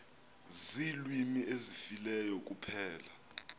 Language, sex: Xhosa, male